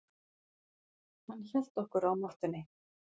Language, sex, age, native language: Icelandic, female, 50-59, Icelandic